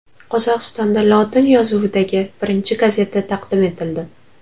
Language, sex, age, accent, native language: Uzbek, female, 12-17, Toshkent shahri, Uzbek